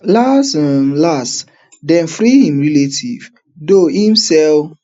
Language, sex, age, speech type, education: Nigerian Pidgin, male, 30-45, spontaneous, tertiary